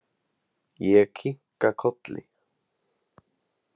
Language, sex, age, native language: Icelandic, male, 18-19, Icelandic